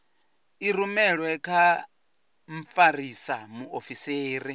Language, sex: Venda, male